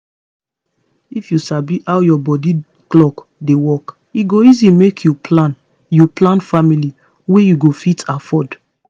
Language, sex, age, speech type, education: Nigerian Pidgin, female, 15-29, spontaneous, tertiary